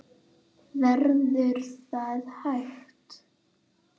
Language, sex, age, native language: Icelandic, female, 8, Icelandic